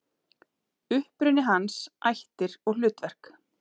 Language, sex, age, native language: Icelandic, female, 30-39, Icelandic